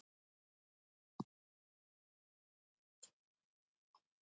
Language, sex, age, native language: Icelandic, male, 70-79, Icelandic